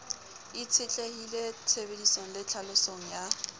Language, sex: Southern Sotho, female